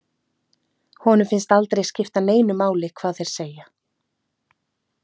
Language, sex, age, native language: Icelandic, female, 30-39, Icelandic